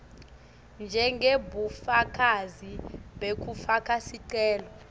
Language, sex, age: Swati, female, 18